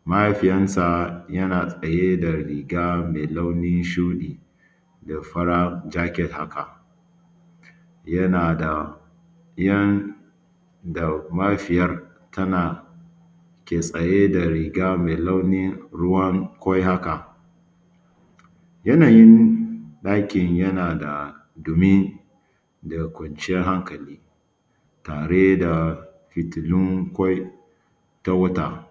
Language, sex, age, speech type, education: Hausa, male, 30-45, spontaneous, tertiary